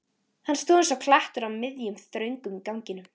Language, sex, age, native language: Icelandic, female, 13, Icelandic